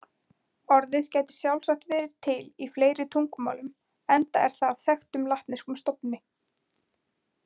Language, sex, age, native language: Icelandic, female, 20-29, Icelandic